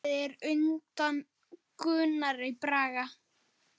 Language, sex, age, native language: Icelandic, male, 7, Icelandic